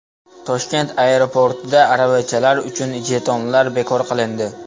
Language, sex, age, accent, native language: Uzbek, male, 12-17, Namangan, Uzbek